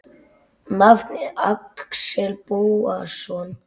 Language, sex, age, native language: Icelandic, male, 9, Icelandic